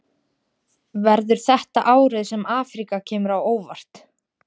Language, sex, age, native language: Icelandic, female, 20-29, Icelandic